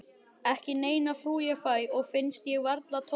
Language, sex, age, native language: Icelandic, male, 11, Icelandic